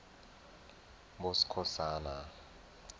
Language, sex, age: South Ndebele, male, 19